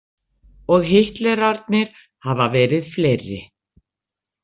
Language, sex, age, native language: Icelandic, female, 60-69, Icelandic